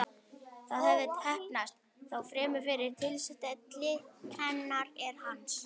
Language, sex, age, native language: Icelandic, male, 11, Icelandic